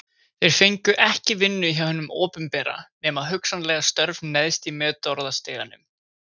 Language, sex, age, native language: Icelandic, male, 20-29, Icelandic